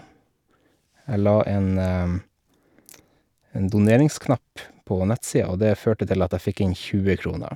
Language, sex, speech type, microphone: Norwegian, male, spontaneous, Shure